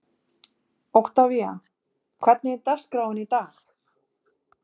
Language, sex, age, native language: Icelandic, female, 30-39, Icelandic